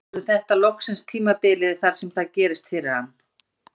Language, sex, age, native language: Icelandic, female, 50-59, Icelandic